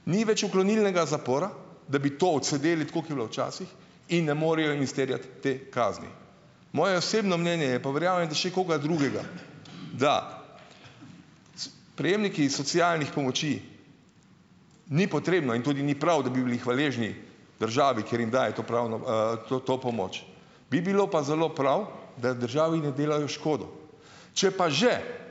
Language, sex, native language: Slovenian, male, Slovenian